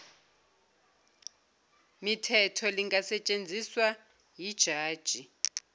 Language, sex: Zulu, female